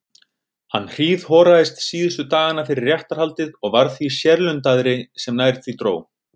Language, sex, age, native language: Icelandic, male, 30-39, Icelandic